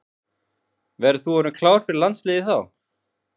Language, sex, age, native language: Icelandic, male, 20-29, Icelandic